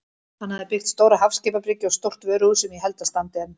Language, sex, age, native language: Icelandic, female, 30-39, Icelandic